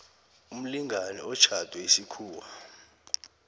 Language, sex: South Ndebele, male